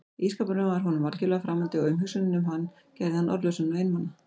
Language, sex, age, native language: Icelandic, female, 40-49, Icelandic